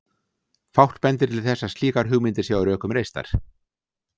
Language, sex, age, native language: Icelandic, male, 60-69, Icelandic